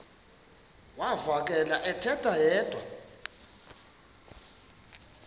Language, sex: Xhosa, male